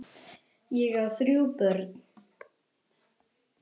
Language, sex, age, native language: Icelandic, female, 10, Icelandic